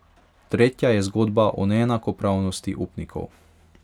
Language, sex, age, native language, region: Slovenian, male, 18-29, Hungarian, Pomurje region